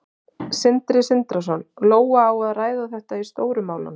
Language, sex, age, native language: Icelandic, female, 40-49, Icelandic